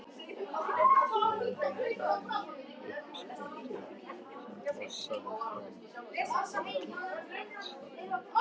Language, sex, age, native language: Icelandic, male, 13, Icelandic